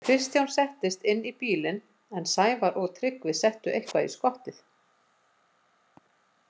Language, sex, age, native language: Icelandic, female, 50-59, Icelandic